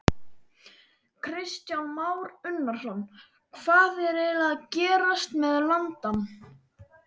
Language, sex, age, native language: Icelandic, male, 12, Icelandic